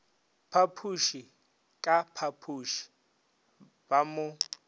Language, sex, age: Northern Sotho, male, 30